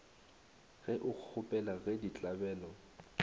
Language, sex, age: Northern Sotho, male, 19